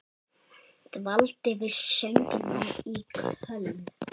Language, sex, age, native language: Icelandic, female, 8, Icelandic